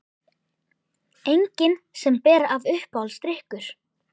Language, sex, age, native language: Icelandic, male, 11, Icelandic